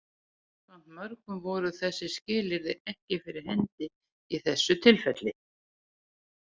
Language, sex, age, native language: Icelandic, female, 80-89, Icelandic